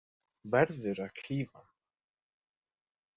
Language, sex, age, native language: Icelandic, male, 20-29, Icelandic